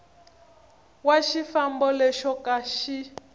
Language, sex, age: Tsonga, female, 25